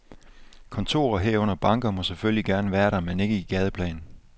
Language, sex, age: Danish, male, 24